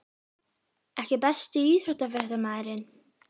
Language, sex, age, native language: Icelandic, female, 12, Icelandic